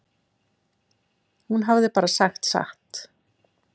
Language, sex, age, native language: Icelandic, female, 7, Icelandic